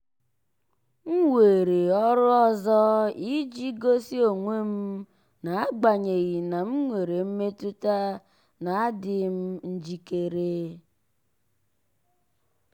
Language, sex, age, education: Igbo, male, 15-29, tertiary